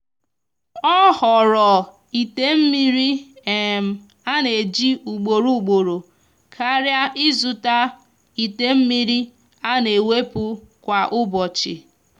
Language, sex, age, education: Igbo, female, 15-29, tertiary